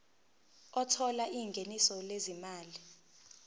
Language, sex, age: Zulu, female, 19